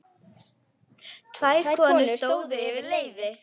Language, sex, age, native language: Icelandic, female, 10, Icelandic